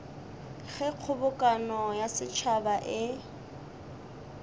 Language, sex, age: Northern Sotho, male, 21